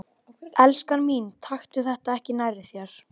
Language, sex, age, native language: Icelandic, female, 12, Icelandic